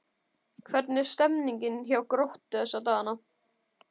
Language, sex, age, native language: Icelandic, male, 12, Icelandic